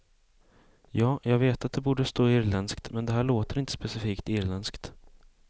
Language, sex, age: Swedish, male, 18